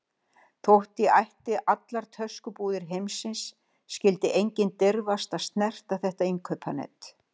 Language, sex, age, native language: Icelandic, female, 60-69, Icelandic